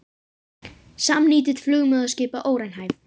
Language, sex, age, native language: Icelandic, female, 50-59, Icelandic